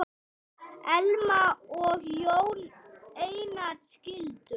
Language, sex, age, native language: Icelandic, male, 8, Icelandic